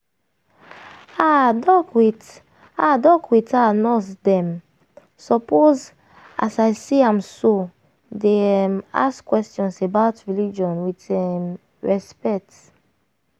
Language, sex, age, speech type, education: Nigerian Pidgin, female, 15-29, spontaneous, tertiary